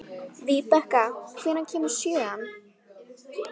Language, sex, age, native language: Icelandic, female, 18-19, Icelandic